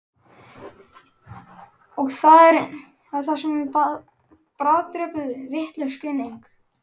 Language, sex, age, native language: Icelandic, male, 11, Icelandic